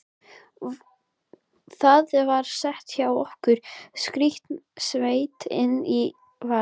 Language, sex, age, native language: Icelandic, female, 11, Icelandic